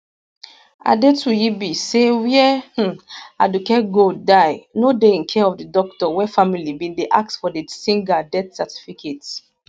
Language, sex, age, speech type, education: Nigerian Pidgin, female, 15-29, spontaneous, tertiary